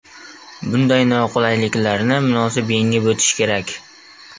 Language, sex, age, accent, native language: Uzbek, male, 12-17, Namangan, Uzbek